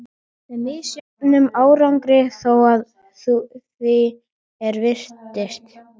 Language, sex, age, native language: Icelandic, male, 12, Icelandic